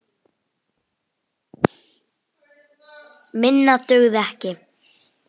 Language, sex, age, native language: Icelandic, female, 10, Icelandic